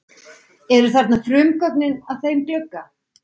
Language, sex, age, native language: Icelandic, female, 40-49, Icelandic